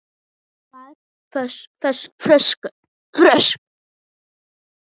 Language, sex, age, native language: Icelandic, female, 7, Icelandic